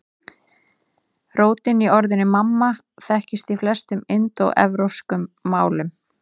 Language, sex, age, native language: Icelandic, female, 30-39, Icelandic